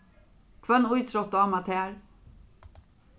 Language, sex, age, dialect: Faroese, female, 36-60, Norðurstreymoy/Eysturoy